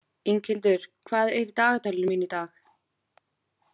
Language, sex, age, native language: Icelandic, female, 30-39, Icelandic